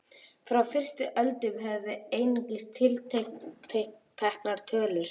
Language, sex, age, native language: Icelandic, female, 11, Icelandic